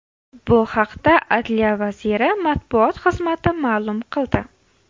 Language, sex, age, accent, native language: Uzbek, female, 18-24, Xorazm, Uzbek